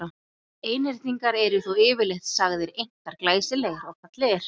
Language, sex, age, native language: Icelandic, female, 30-39, Icelandic